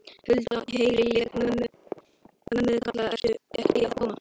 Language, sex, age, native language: Icelandic, male, 11, Icelandic